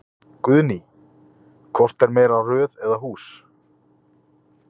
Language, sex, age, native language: Icelandic, male, 20-29, Icelandic